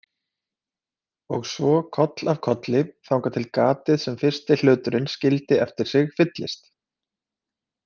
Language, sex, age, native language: Icelandic, male, 30-39, Icelandic